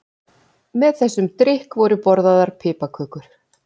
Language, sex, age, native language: Icelandic, female, 40-49, Icelandic